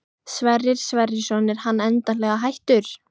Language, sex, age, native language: Icelandic, female, 14, Icelandic